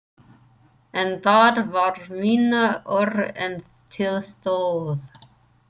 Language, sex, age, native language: Icelandic, female, 30-39, English